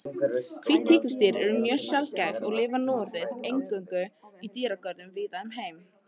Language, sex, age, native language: Icelandic, female, 18-19, Icelandic